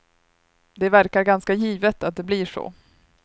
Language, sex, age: Swedish, female, 23